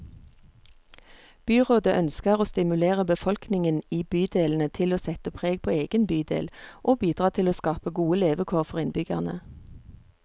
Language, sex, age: Norwegian, female, 39